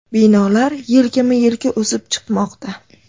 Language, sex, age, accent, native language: Uzbek, female, 25-34, Andijon, Uzbek